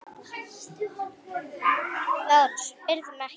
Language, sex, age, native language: Icelandic, female, 8, Icelandic